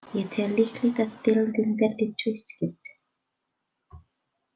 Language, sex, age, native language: Icelandic, female, 20-29, Icelandic